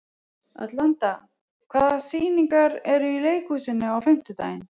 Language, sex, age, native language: Icelandic, female, 40-49, Icelandic